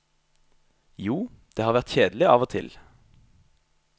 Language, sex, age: Norwegian, male, 22